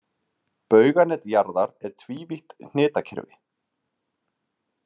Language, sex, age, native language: Icelandic, male, 30-39, Icelandic